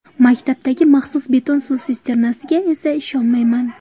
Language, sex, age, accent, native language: Uzbek, female, 18-24, Toshkent viloyati, Uzbek